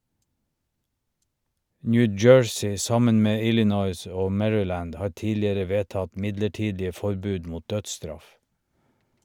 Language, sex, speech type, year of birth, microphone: Norwegian, male, read, 1951, Shure